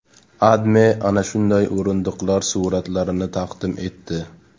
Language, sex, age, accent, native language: Uzbek, male, 18-24, Sirdaryo, Uzbek